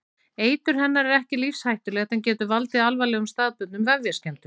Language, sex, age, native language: Icelandic, female, 40-49, Icelandic